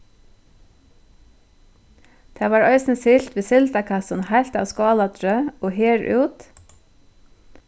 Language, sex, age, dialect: Faroese, female, 36-60, Suðurstreymoy